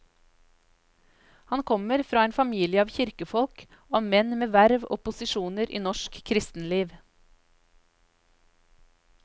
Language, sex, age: Norwegian, female, 33